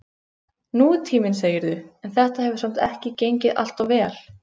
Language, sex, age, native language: Icelandic, female, 15, Icelandic